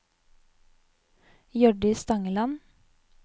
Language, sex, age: Norwegian, female, 20